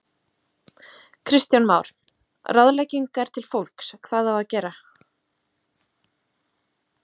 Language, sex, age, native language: Icelandic, female, 30-39, Icelandic